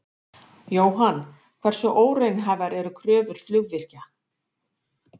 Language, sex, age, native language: Icelandic, female, 50-59, Icelandic